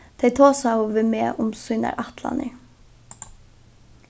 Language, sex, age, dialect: Faroese, female, 15-35, Norðuroyggjar